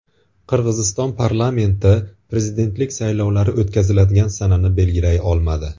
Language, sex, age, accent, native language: Uzbek, male, 25-34, Buxoro, Uzbek